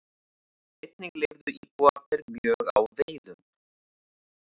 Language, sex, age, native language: Icelandic, male, 40-49, Icelandic